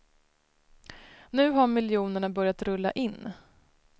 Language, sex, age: Swedish, female, 33